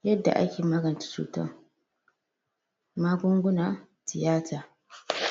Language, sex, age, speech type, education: Hausa, female, 30-45, spontaneous, tertiary